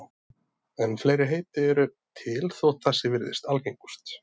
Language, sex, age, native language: Icelandic, male, 30-39, Icelandic